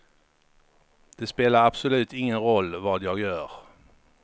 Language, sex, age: Swedish, male, 53